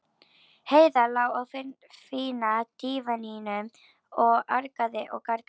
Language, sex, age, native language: Icelandic, female, 11, Icelandic